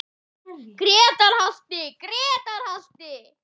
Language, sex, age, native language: Icelandic, male, 10, Icelandic